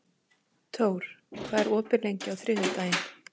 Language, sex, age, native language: Icelandic, female, 20-29, Icelandic